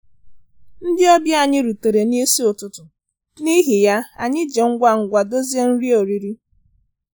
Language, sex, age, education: Igbo, male, 15-29, tertiary